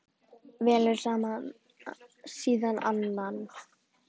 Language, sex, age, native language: Icelandic, female, 10, Icelandic